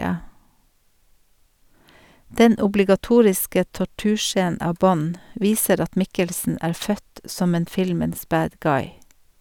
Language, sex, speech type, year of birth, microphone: Norwegian, female, read, 1952, Sennheiser